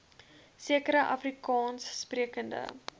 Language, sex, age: Afrikaans, female, 21